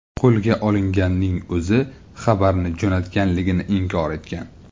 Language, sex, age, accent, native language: Uzbek, male, 25-34, Buxoro, Uzbek